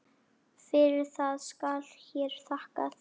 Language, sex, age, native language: Icelandic, female, 10, Icelandic